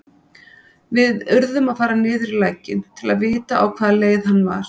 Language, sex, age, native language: Icelandic, female, 50-59, Icelandic